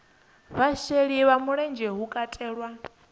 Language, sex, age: Venda, female, 22